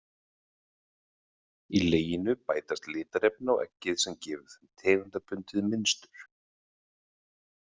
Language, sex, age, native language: Icelandic, male, 30-39, Icelandic